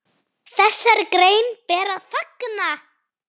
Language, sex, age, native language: Icelandic, female, 9, Icelandic